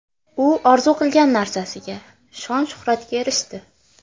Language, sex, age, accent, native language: Uzbek, female, under 19, Farg'ona, Uzbek